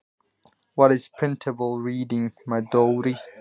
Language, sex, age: Icelandic, male, 20-29